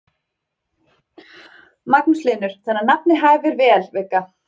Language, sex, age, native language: Icelandic, female, 30-39, Icelandic